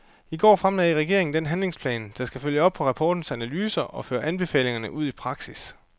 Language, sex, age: Danish, male, 29